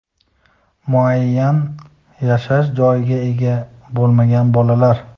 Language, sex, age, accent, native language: Uzbek, male, 19-29, Toshkent shahri, Uzbek